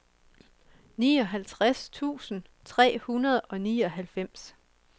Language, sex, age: Danish, female, 24